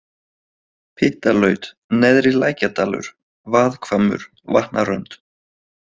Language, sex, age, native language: Icelandic, male, 20-29, Icelandic